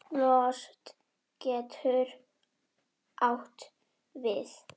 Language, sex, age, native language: Icelandic, female, 7, Polish